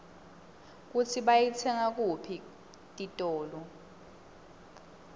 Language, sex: Swati, female